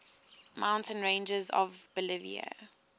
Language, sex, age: English, female, 19